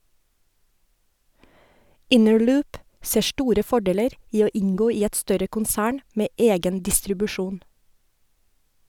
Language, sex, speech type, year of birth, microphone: Norwegian, female, read, 1970, Sennheiser